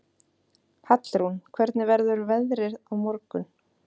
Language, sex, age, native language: Icelandic, female, 30-39, Icelandic